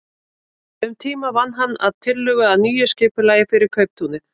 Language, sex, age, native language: Icelandic, female, 30-39, Icelandic